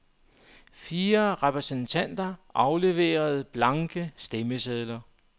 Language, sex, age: Danish, male, 44